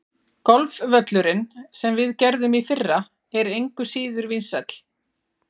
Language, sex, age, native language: Icelandic, female, 40-49, Icelandic